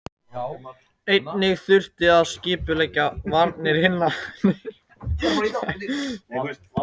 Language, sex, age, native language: Icelandic, male, 18-19, Icelandic